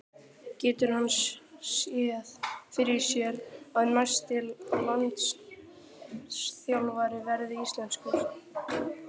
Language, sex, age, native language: Icelandic, male, 12, Icelandic